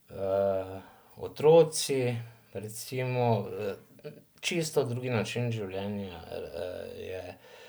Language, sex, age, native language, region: Slovenian, male, 50-59, Slovenian, Drava region